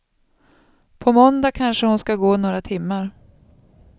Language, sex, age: Swedish, female, 36